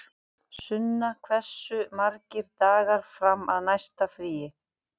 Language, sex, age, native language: Icelandic, female, 40-49, Icelandic